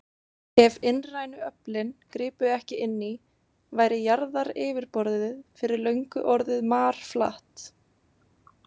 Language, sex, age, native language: Icelandic, female, 20-29, Icelandic